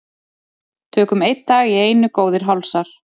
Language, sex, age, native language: Icelandic, female, 30-39, Icelandic